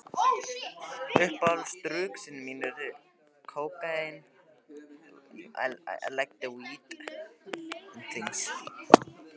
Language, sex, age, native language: Icelandic, male, 13, Icelandic